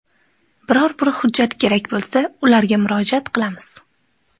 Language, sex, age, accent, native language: Uzbek, female, 18-24, Andijon, Uzbek